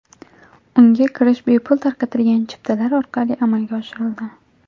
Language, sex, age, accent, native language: Uzbek, female, 18-24, Jizzax, Uzbek